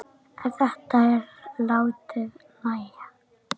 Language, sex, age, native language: Icelandic, female, 10, Icelandic